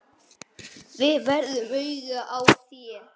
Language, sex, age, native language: Icelandic, male, 8, Icelandic